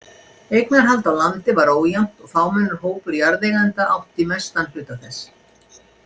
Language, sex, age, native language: Icelandic, female, 60-69, Icelandic